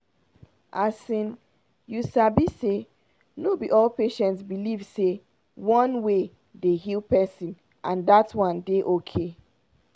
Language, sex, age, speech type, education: Nigerian Pidgin, female, 30-45, spontaneous, tertiary